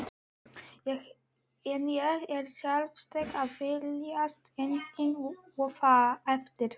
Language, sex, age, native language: Icelandic, male, 11, Icelandic